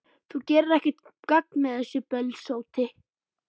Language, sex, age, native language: Icelandic, female, 12, Icelandic